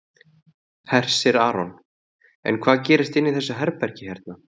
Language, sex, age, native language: Icelandic, male, 30-39, Icelandic